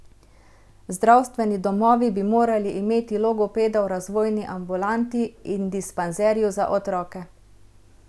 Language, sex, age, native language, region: Slovenian, female, 30-49, Slovenian, Central Slovenia